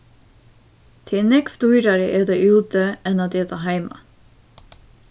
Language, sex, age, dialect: Faroese, female, 15-35, Suðurstreymoy